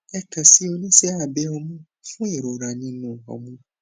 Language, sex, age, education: Yoruba, male, 15-29, tertiary